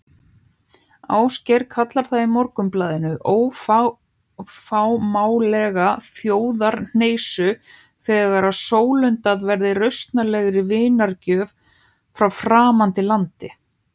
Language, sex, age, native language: Icelandic, female, 18-19, Icelandic